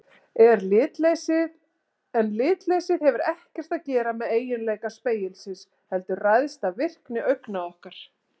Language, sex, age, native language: Icelandic, female, 40-49, Icelandic